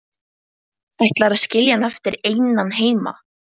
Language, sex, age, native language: Icelandic, female, 12, Icelandic